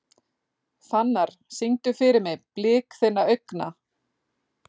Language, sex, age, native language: Icelandic, female, 40-49, Icelandic